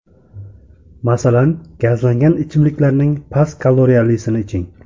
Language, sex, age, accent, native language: Uzbek, male, 25-34, Sirdaryo, Uzbek